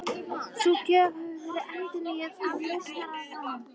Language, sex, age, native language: Icelandic, female, 13, Icelandic